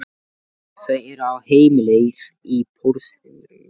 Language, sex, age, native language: Icelandic, male, 14, Icelandic